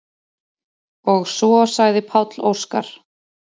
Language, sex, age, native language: Icelandic, female, 30-39, Icelandic